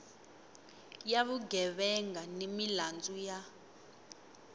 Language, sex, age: Tsonga, female, 22